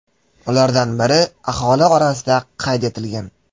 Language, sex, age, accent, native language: Uzbek, male, 18-24, Jizzax, Uzbek